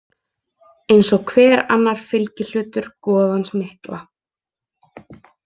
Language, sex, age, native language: Icelandic, female, 20-29, Icelandic